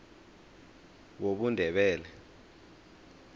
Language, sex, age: South Ndebele, male, 20